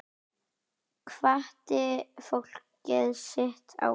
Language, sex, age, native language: Icelandic, female, 10, Icelandic